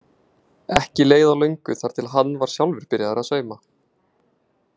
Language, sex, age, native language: Icelandic, male, 20-29, Icelandic